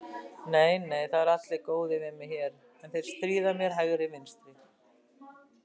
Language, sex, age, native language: Icelandic, female, 60-69, Icelandic